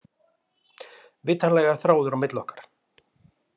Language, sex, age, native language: Icelandic, male, 50-59, Icelandic